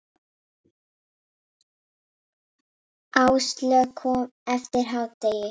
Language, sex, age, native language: Icelandic, female, 8, Icelandic